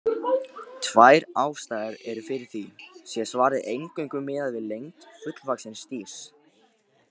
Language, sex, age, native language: Icelandic, male, 18-19, Icelandic